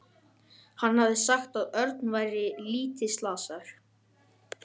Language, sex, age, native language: Icelandic, male, 12, Icelandic